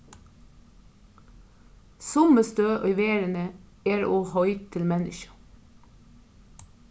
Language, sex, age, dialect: Faroese, female, 36-60, Norðurstreymoy/Eysturoy